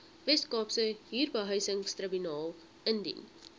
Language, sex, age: Afrikaans, female, 21